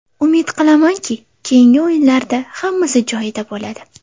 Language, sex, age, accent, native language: Uzbek, female, under 19, Sirdaryo, Uzbek